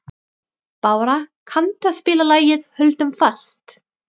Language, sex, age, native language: Icelandic, female, 20-29, Thai